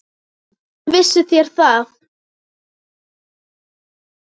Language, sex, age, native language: Icelandic, female, 10, Icelandic